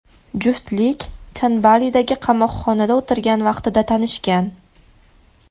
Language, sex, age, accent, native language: Uzbek, female, 19-29, Farg'ona, Uzbek